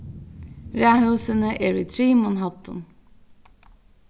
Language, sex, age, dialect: Faroese, female, 36-60, Norðurstreymoy/Eysturoy